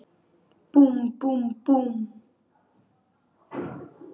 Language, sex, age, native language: Icelandic, male, 8, Icelandic